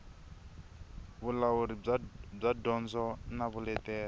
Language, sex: Tsonga, male